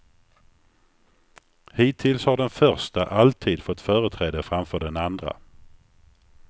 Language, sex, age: Swedish, male, 49